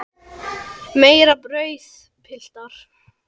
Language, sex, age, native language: Icelandic, male, 10, Icelandic